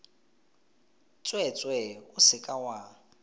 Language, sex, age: Tswana, male, 20